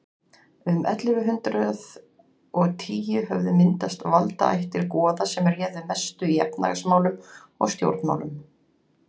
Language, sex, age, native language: Icelandic, female, 40-49, Icelandic